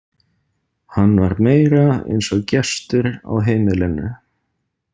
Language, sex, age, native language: Icelandic, male, 30-39, Icelandic